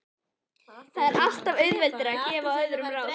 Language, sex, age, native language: Icelandic, female, 11, Icelandic